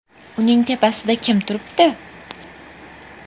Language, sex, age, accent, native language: Uzbek, female, 12-17, Farg'ona, Uzbek